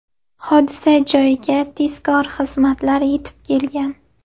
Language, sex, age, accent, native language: Uzbek, female, 18-24, Navoiy, Uzbek